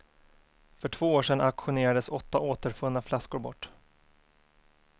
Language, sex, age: Swedish, male, 24